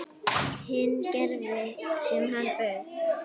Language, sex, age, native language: Icelandic, male, 10, Icelandic